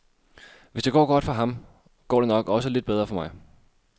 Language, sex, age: Danish, male, 26